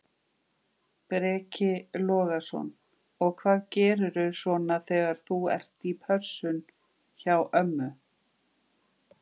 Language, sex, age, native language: Icelandic, female, 50-59, Icelandic